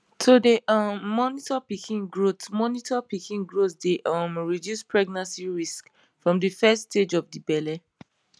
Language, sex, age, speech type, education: Nigerian Pidgin, female, 15-29, spontaneous, tertiary